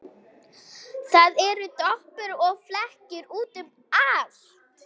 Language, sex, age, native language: Icelandic, female, 11, Icelandic